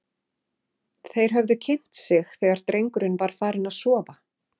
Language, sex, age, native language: Icelandic, female, 40-49, Icelandic